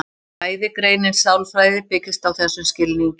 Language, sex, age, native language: Icelandic, female, 60-69, Icelandic